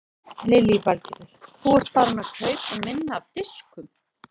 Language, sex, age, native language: Icelandic, female, 30-39, Icelandic